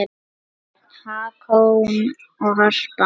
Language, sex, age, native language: Icelandic, female, 9, Lithuanian